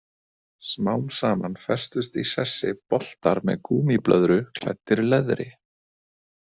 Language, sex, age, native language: Icelandic, male, 30-39, Icelandic